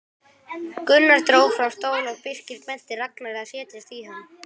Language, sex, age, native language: Icelandic, female, 18-19, Icelandic